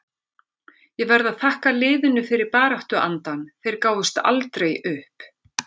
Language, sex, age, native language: Icelandic, female, 50-59, Icelandic